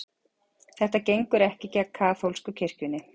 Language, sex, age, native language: Icelandic, female, 40-49, Icelandic